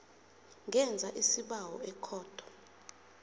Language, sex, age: South Ndebele, female, 24